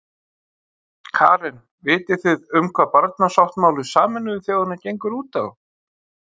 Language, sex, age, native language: Icelandic, male, 50-59, Icelandic